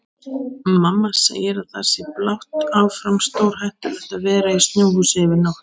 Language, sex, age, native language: Icelandic, female, 18-19, Icelandic